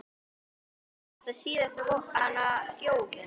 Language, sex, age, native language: Icelandic, female, 10, Icelandic